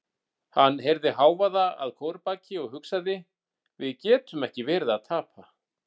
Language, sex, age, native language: Icelandic, male, 40-49, Icelandic